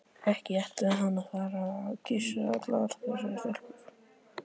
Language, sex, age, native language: Icelandic, male, 13, Icelandic